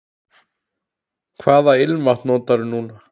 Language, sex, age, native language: Icelandic, male, 10, Icelandic